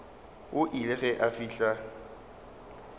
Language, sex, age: Northern Sotho, male, 35